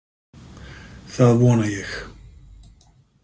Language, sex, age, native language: Icelandic, male, 50-59, Icelandic